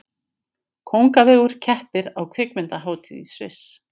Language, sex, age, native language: Icelandic, female, 50-59, Icelandic